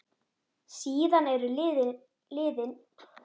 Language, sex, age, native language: Icelandic, female, 10, Icelandic